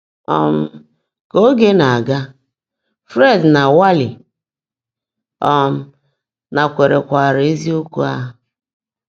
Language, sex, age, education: Igbo, female, 30-45, tertiary